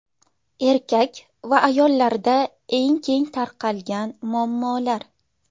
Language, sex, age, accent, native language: Uzbek, female, 19-29, Jizzax, Uzbek